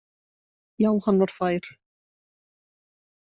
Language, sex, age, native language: Icelandic, female, 20-29, Icelandic